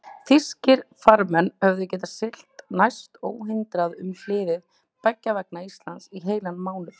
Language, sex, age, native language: Icelandic, female, 30-39, Icelandic